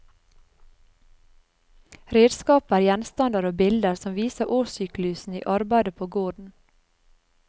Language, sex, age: Norwegian, female, 30